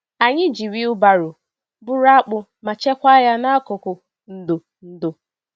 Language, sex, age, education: Igbo, female, 15-29, tertiary